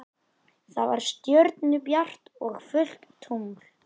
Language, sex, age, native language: Icelandic, male, 11, Icelandic